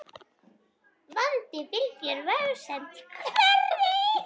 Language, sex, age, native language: Icelandic, male, 10, Icelandic